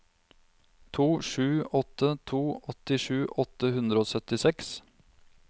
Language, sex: Norwegian, male